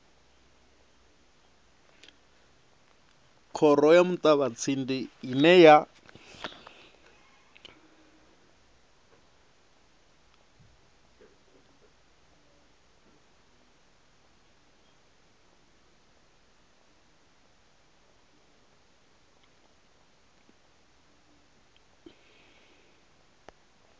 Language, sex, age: Venda, male, 37